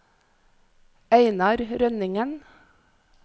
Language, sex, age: Norwegian, female, 43